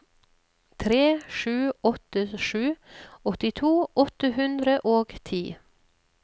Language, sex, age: Norwegian, female, 39